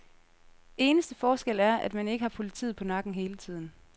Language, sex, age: Danish, female, 30